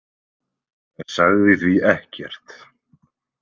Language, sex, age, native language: Icelandic, male, 20-29, Icelandic